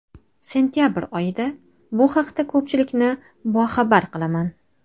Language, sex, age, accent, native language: Uzbek, female, 25-34, Toshkent shahri, Uzbek